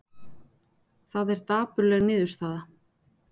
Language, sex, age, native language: Icelandic, female, 40-49, Icelandic